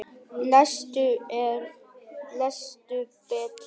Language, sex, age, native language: Icelandic, male, 10, Vietnamese